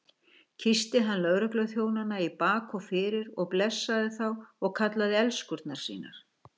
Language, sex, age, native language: Icelandic, female, 60-69, Icelandic